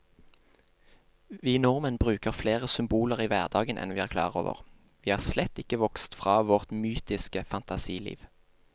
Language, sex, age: Norwegian, male, 28